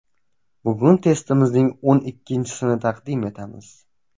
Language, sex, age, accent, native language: Uzbek, male, 18-24, Toshkent viloyati, Uzbek